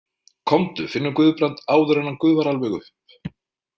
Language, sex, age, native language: Icelandic, male, 50-59, Icelandic